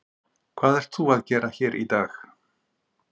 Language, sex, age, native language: Icelandic, male, 50-59, Icelandic